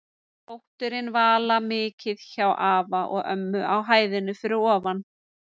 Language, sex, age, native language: Icelandic, female, 30-39, Icelandic